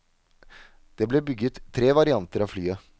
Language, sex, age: Norwegian, male, 37